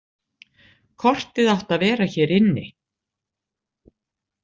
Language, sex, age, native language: Icelandic, female, 60-69, Icelandic